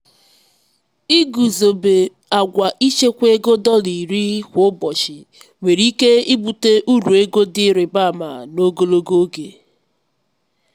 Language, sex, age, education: Igbo, female, 15-29, tertiary